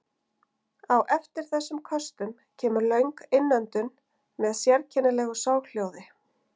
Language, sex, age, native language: Icelandic, female, 50-59, Icelandic